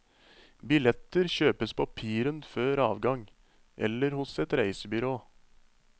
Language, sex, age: Norwegian, male, 35